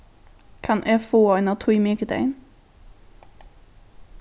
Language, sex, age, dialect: Faroese, female, 15-35, Norðurstreymoy/Eysturoy